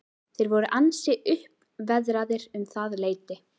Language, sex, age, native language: Icelandic, female, 12, Icelandic